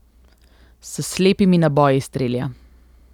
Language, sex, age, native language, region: Slovenian, female, 18-29, Slovenian, Central Slovenia